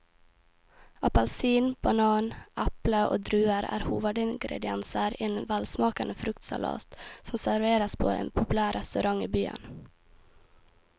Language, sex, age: Norwegian, female, 18